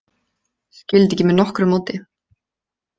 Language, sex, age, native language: Icelandic, female, 30-39, Icelandic